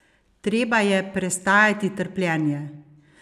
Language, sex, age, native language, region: Slovenian, female, 50-59, Slovenian, Savinja region